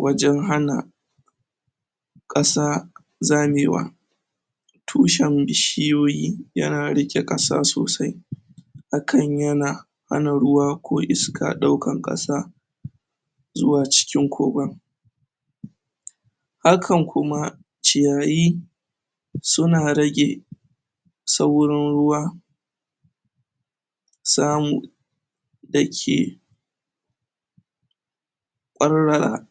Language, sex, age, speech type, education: Hausa, male, 30-45, spontaneous, tertiary